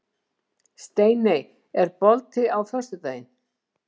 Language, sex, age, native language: Icelandic, female, 70-79, Icelandic